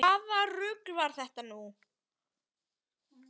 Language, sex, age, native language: Icelandic, male, 10, Icelandic